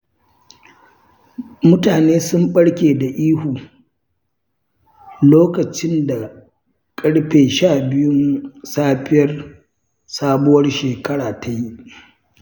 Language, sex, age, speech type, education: Hausa, male, 60+, read, tertiary